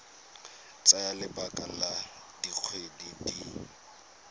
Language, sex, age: Tswana, male, 22